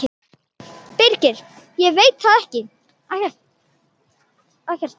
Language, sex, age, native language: Icelandic, female, 10, Icelandic